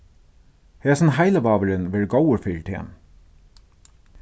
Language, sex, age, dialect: Faroese, male, 36-60, Suðurstreymoy